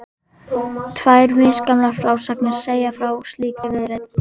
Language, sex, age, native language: Icelandic, female, 11, Icelandic